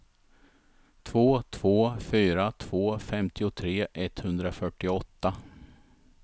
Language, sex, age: Swedish, male, 51